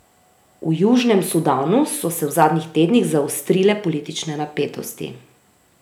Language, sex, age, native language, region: Slovenian, female, 30-49, Slovenian, Drava region